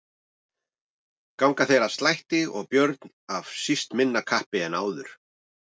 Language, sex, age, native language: Icelandic, male, 40-49, Icelandic